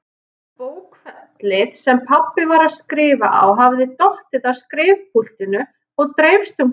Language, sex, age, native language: Icelandic, female, 30-39, Icelandic